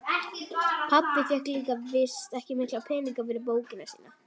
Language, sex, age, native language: Icelandic, female, 12, Icelandic